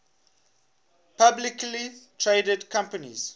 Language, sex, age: English, male, 21